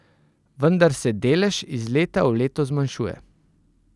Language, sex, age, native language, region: Slovenian, male, 30-49, Slovenian, Central Slovenia